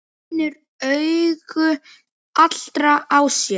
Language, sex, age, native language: Icelandic, male, 8, Icelandic